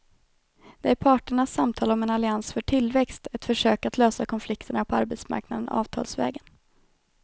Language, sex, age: Swedish, female, 21